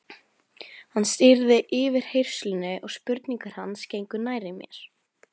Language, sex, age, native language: Icelandic, female, 11, Norwegian